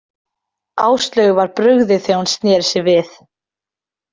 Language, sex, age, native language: Icelandic, female, 20-29, Icelandic